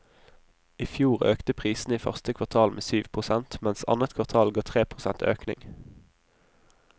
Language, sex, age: Norwegian, male, 20